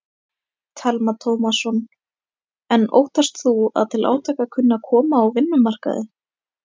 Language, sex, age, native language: Icelandic, female, 18-19, Icelandic